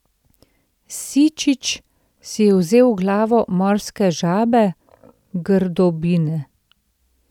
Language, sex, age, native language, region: Slovenian, female, 30-49, Slovenian, Central Slovenia